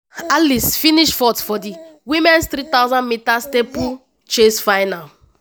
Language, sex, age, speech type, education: Nigerian Pidgin, female, 15-29, spontaneous, tertiary